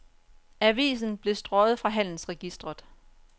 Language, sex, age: Danish, female, 34